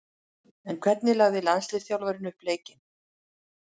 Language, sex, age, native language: Icelandic, female, 40-49, Icelandic